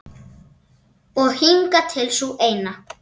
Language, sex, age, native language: Icelandic, female, 7, Icelandic